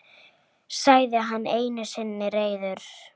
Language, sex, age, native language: Icelandic, female, 8, Icelandic